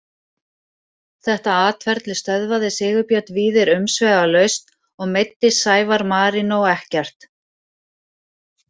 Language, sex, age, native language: Icelandic, female, 40-49, Icelandic